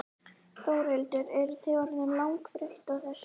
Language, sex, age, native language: Icelandic, female, 11, Icelandic